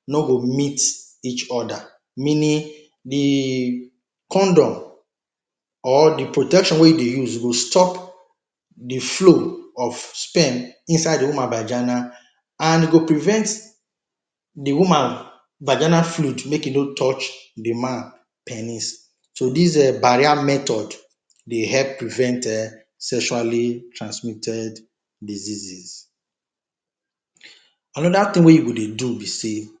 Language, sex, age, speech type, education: Nigerian Pidgin, male, 30-45, spontaneous, tertiary